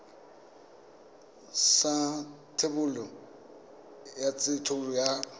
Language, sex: Tswana, male